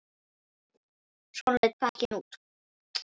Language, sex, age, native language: Icelandic, male, 9, Icelandic